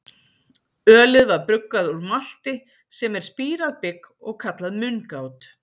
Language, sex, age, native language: Icelandic, female, 50-59, Icelandic